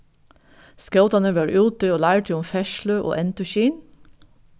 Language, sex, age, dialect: Faroese, female, 36-60, Norðuroyggjar